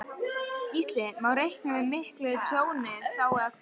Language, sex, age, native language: Icelandic, female, 12, Icelandic